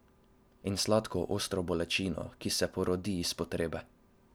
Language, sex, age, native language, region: Slovenian, male, 12-17, Slovenian, Drava region